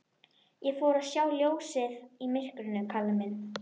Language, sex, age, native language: Icelandic, female, 12, Icelandic